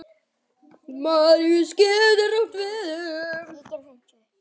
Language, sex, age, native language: Icelandic, female, 9, Icelandic